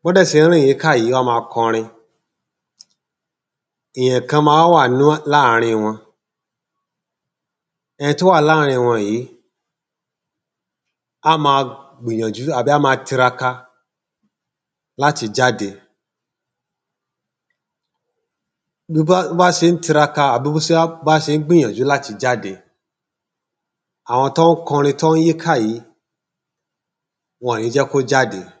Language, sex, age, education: Yoruba, male, 30-45, tertiary